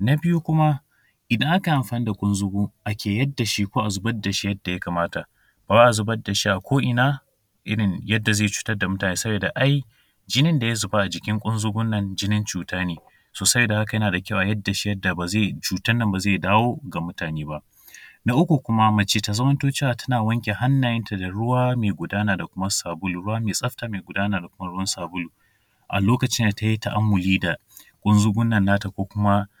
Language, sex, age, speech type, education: Hausa, male, 15-29, spontaneous, secondary